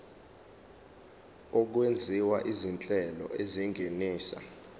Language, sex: Zulu, male